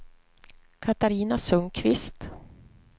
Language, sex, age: Swedish, female, 43